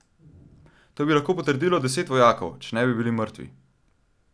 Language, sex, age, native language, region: Slovenian, male, 12-17, Slovenian, Central Slovenia